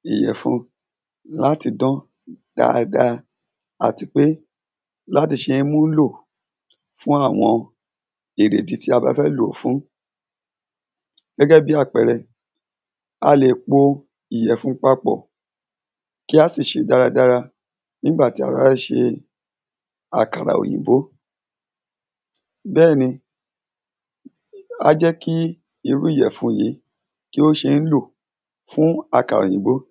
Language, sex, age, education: Yoruba, male, 15-29, primary